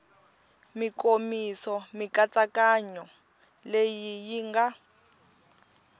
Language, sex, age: Tsonga, female, 20